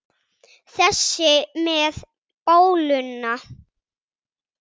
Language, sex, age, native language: Icelandic, male, 6, Icelandic